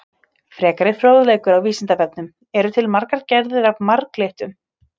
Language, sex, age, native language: Icelandic, female, 30-39, Icelandic